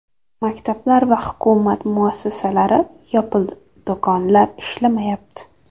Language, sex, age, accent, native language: Uzbek, female, 18-24, Jizzax, Uzbek